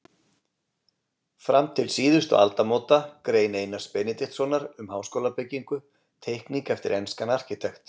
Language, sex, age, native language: Icelandic, male, 40-49, Icelandic